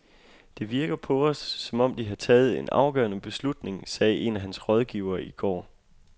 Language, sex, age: Danish, male, 25